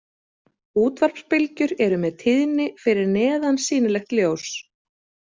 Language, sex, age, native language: Icelandic, female, 30-39, Icelandic